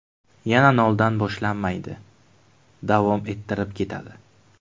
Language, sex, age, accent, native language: Uzbek, male, 18-24, Buxoro, Uzbek